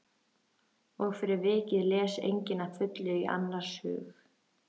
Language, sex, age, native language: Icelandic, female, 13, Icelandic